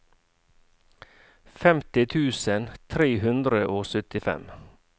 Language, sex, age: Norwegian, male, 49